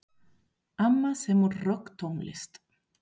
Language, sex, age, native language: Icelandic, female, 30-39, Spanish